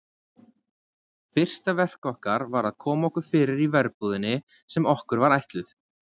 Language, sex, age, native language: Icelandic, male, 20-29, Icelandic